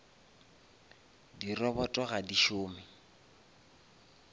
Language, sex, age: Northern Sotho, male, 26